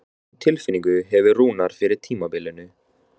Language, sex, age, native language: Icelandic, male, 20-29, Icelandic